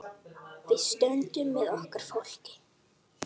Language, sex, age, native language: Icelandic, female, 8, Icelandic